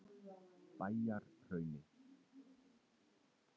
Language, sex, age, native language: Icelandic, male, 30-39, Icelandic